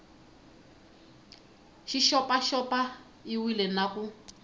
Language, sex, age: Tsonga, female, 19